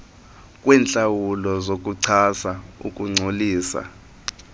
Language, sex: Xhosa, male